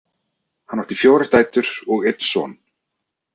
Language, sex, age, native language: Icelandic, male, 30-39, Icelandic